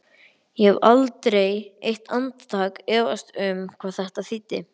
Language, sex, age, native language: Icelandic, male, 11, Icelandic